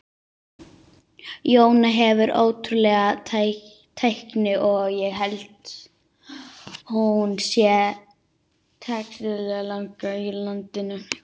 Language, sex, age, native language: Icelandic, female, 18-19, Icelandic